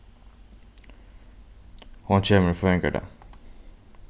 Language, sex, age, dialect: Faroese, male, 15-35, Norðurstreymoy/Eysturoy